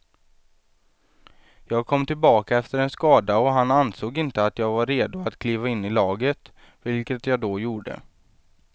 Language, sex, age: Swedish, male, 23